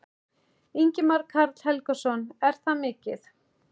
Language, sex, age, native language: Icelandic, male, 11, Icelandic